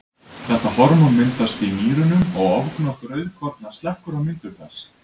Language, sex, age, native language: Icelandic, male, 20-29, Icelandic